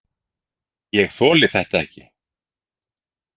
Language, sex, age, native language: Icelandic, male, 40-49, Icelandic